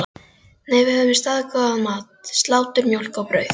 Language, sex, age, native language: Icelandic, female, 12, Icelandic